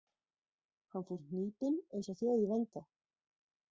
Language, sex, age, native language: Icelandic, female, 40-49, Icelandic